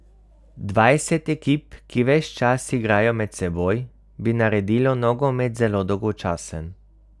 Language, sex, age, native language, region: Slovenian, male, 30-49, Slovenian, Carinthia region